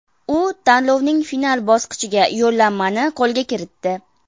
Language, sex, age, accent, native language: Uzbek, female, 19-29, Farg'ona, Uzbek